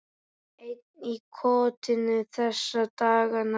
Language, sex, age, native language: Icelandic, male, 10, Icelandic